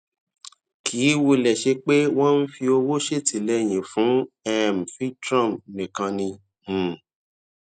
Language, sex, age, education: Yoruba, male, 30-45, tertiary